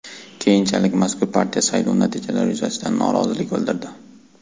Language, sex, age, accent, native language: Uzbek, male, 18-24, Farg'ona, Uzbek